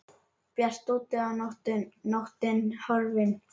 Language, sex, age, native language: Icelandic, female, 8, Icelandic